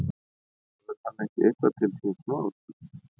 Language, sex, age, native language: Icelandic, male, 50-59, Icelandic